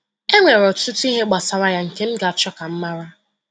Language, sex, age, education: Igbo, female, 15-29, tertiary